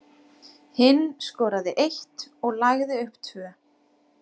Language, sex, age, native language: Icelandic, female, 30-39, Icelandic